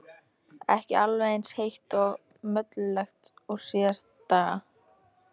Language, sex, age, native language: Icelandic, female, 13, Icelandic